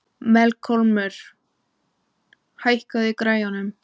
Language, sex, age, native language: Icelandic, female, 18-19, Icelandic